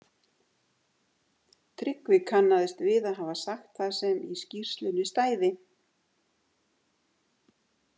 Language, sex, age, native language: Icelandic, female, 60-69, Icelandic